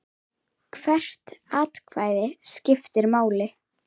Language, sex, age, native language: Icelandic, female, 10, Icelandic